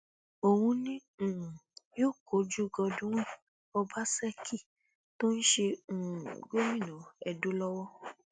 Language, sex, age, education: Yoruba, female, 15-29, tertiary